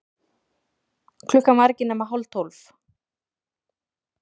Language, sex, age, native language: Icelandic, female, 30-39, Icelandic